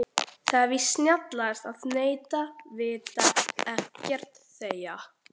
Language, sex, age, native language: Icelandic, male, 13, Icelandic